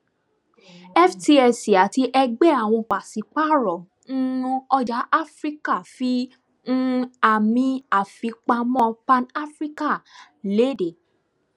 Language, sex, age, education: Yoruba, male, 15-29, tertiary